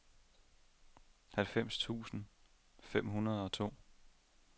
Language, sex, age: Danish, male, 27